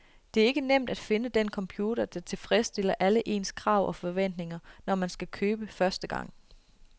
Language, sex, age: Danish, female, 33